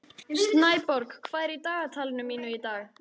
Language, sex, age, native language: Icelandic, female, 13, Icelandic